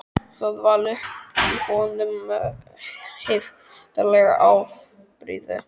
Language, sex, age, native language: Icelandic, male, 12, Icelandic